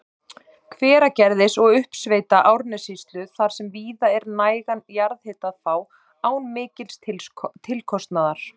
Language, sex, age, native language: Icelandic, male, 30-39, Icelandic